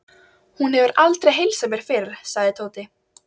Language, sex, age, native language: Icelandic, female, 12, Icelandic